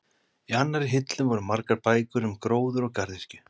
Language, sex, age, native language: Icelandic, male, 30-39, Icelandic